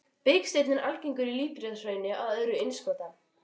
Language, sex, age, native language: Icelandic, female, 12, Icelandic